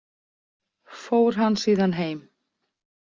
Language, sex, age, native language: Icelandic, female, 40-49, Icelandic